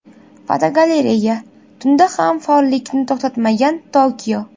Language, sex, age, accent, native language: Uzbek, female, 18-24, Namangan, Uzbek